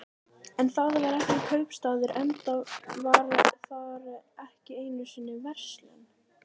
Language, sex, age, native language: Icelandic, female, 18-19, Icelandic